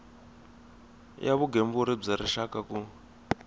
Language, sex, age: Tsonga, male, 21